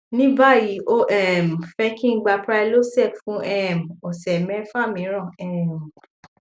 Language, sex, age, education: Yoruba, female, 15-29, tertiary